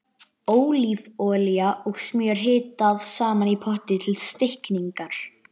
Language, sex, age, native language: Icelandic, male, 11, Icelandic